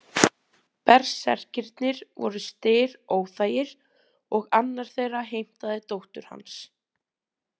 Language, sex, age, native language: Icelandic, female, 20-29, Icelandic